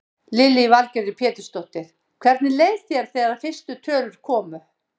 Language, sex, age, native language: Icelandic, female, 60-69, Icelandic